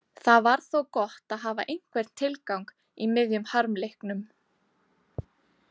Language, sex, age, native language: Icelandic, female, 20-29, Icelandic